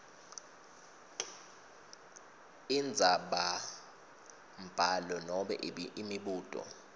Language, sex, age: Swati, male, 22